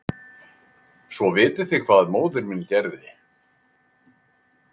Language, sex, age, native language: Icelandic, male, 80-89, Icelandic